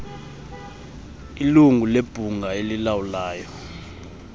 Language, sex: Xhosa, male